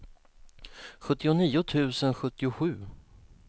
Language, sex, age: Swedish, male, 19